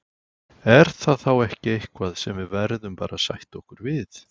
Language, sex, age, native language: Icelandic, male, 40-49, Icelandic